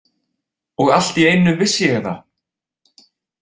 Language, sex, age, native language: Icelandic, male, 20-29, Icelandic